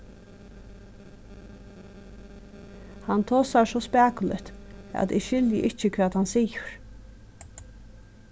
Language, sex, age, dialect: Faroese, female, 36-60, Suðurstreymoy